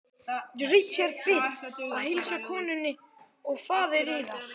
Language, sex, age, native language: Icelandic, male, 12, Icelandic